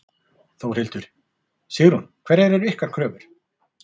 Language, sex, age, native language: Icelandic, male, 40-49, Icelandic